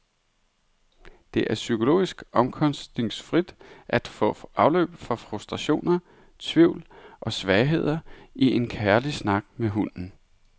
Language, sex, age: Danish, male, 31